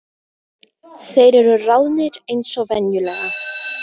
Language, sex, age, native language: Icelandic, female, 18-19, Icelandic